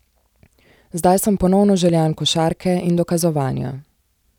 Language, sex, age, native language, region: Slovenian, female, 18-29, Slovenian, Zasavska region